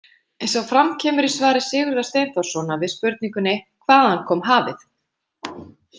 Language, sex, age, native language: Icelandic, female, 50-59, Icelandic